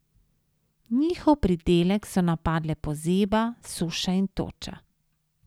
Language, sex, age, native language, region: Slovenian, female, 50-59, Slovenian, Savinja region